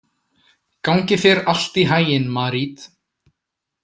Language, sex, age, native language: Icelandic, male, 20-29, Icelandic